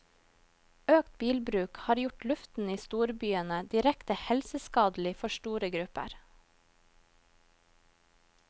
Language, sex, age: Norwegian, female, 21